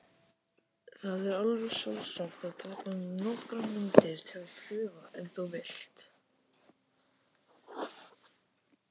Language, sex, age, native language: Icelandic, male, 18-19, Icelandic